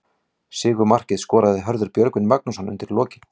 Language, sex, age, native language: Icelandic, male, 40-49, Icelandic